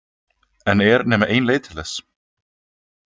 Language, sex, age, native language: Icelandic, male, 20-29, Icelandic